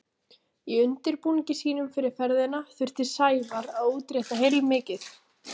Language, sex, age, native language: Icelandic, female, 18-19, Icelandic